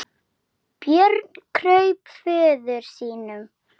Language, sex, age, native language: Icelandic, female, 7, Icelandic